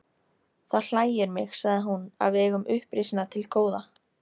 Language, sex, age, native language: Icelandic, female, 13, Icelandic